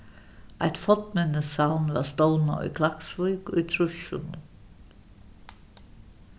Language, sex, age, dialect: Faroese, female, 61+, Suðuroy